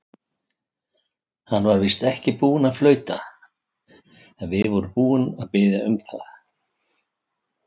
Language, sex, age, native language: Icelandic, male, 50-59, Icelandic